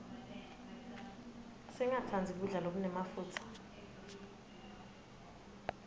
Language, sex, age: Swati, female, 23